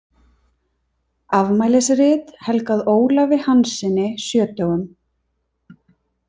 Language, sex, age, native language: Icelandic, female, 30-39, Icelandic